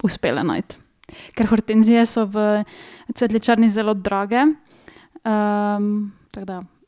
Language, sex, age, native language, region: Slovenian, female, 18-29, Slovenian, Drava region